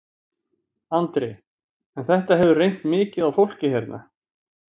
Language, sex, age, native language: Icelandic, male, 50-59, Icelandic